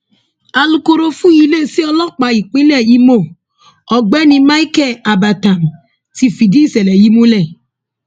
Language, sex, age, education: Yoruba, female, 15-29, tertiary